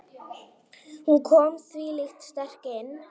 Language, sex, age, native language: Icelandic, female, 9, Icelandic